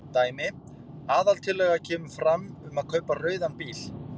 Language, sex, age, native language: Icelandic, male, 50-59, Icelandic